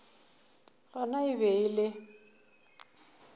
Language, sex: Northern Sotho, female